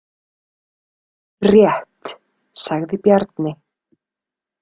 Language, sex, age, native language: Icelandic, female, 30-39, Icelandic